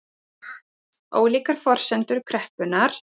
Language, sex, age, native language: Icelandic, female, 30-39, Icelandic